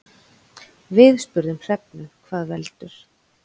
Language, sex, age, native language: Icelandic, female, 40-49, Icelandic